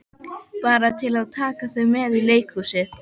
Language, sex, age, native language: Icelandic, female, 13, Icelandic